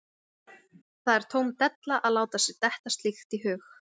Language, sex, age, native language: Icelandic, female, 20-29, Icelandic